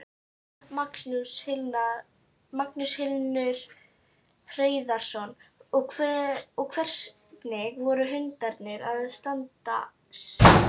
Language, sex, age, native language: Icelandic, female, 12, Icelandic